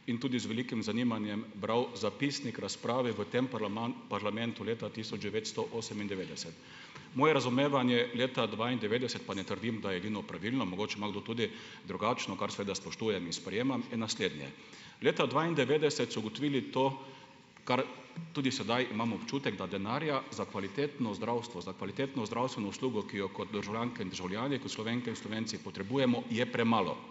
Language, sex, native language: Slovenian, male, Slovenian